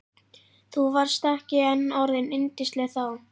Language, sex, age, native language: Icelandic, male, 11, Icelandic